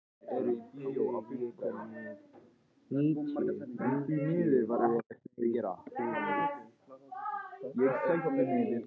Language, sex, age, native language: Icelandic, male, 14, Icelandic